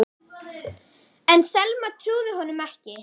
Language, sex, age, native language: Icelandic, female, 9, Icelandic